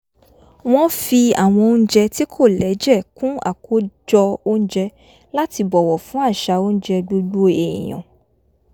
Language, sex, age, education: Yoruba, female, 15-29, tertiary